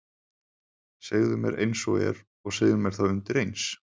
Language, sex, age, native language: Icelandic, male, 20-29, Icelandic